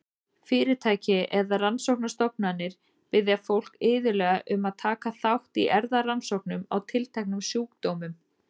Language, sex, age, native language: Icelandic, female, 40-49, Icelandic